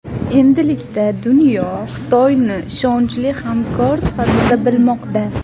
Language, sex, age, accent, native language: Uzbek, female, 18-24, Farg'ona, Uzbek